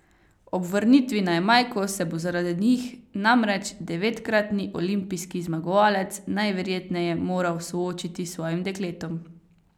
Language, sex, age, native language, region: Slovenian, female, 18-29, Slovenian, Carinthia region